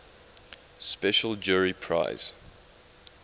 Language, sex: English, male